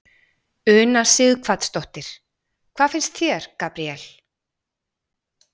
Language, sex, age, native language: Icelandic, female, 40-49, Icelandic